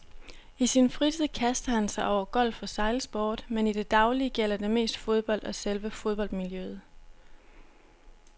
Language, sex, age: Danish, female, 26